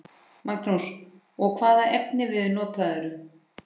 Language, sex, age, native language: Icelandic, female, 10, Icelandic